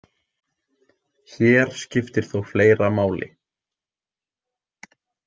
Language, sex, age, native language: Icelandic, male, 18-19, Icelandic